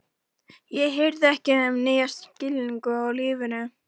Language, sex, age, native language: Icelandic, female, 12, Icelandic